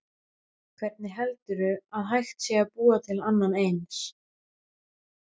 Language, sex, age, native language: Icelandic, female, 13, Icelandic